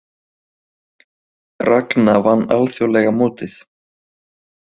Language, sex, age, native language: Icelandic, male, 20-29, Icelandic